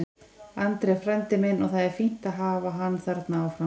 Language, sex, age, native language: Icelandic, female, 40-49, Icelandic